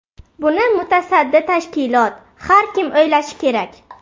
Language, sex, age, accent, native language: Uzbek, female, 12-17, Buxoro, Uzbek